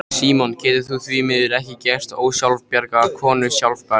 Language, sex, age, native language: Icelandic, male, 13, Icelandic